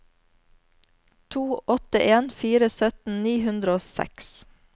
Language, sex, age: Norwegian, female, 34